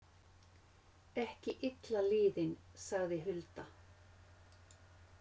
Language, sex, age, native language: Icelandic, female, 50-59, Finnish